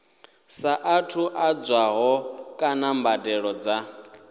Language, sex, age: Venda, male, 28